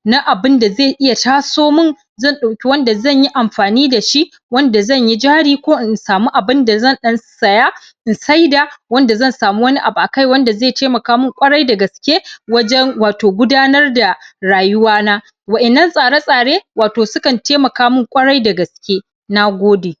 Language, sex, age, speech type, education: Hausa, male, 15-29, spontaneous, primary